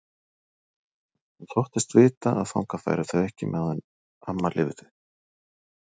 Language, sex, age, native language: Icelandic, male, 40-49, Icelandic